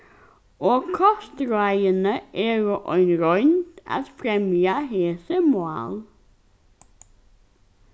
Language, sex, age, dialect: Faroese, female, 15-35, Norðurstreymoy/Eysturoy